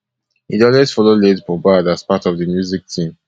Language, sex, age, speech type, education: Nigerian Pidgin, male, 15-29, spontaneous, tertiary